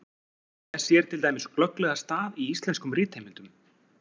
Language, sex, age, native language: Icelandic, male, 40-49, Icelandic